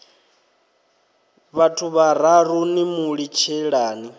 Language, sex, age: Venda, male, 23